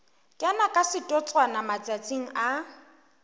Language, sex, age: Southern Sotho, female, 23